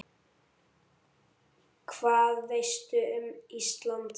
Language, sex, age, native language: Icelandic, male, 8, Icelandic